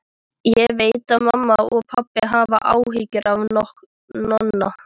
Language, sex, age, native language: Icelandic, female, 13, Icelandic